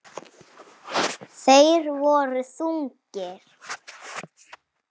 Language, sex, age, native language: Icelandic, female, 7, Icelandic